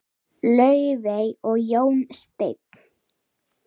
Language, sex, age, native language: Icelandic, female, 10, Icelandic